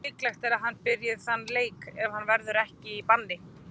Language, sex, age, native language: Icelandic, female, 20-29, Icelandic